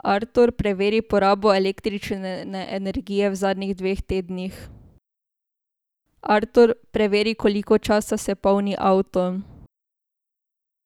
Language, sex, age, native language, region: Slovenian, female, 18-29, Slovenian, Drava region